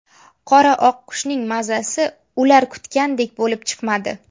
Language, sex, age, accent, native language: Uzbek, female, 18-24, Namangan, Uzbek